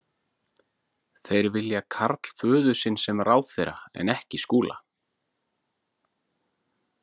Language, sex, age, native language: Icelandic, male, 40-49, Icelandic